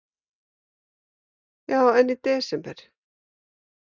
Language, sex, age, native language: Icelandic, female, 50-59, Icelandic